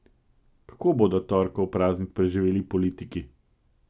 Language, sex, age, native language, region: Slovenian, male, 50-59, Slovenian, Central Slovenia